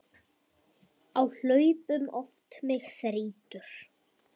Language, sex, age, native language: Icelandic, male, 10, Icelandic